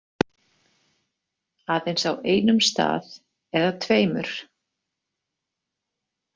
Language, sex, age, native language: Icelandic, female, 40-49, Icelandic